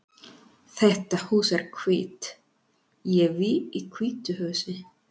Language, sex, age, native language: Icelandic, female, 40-49, Spanish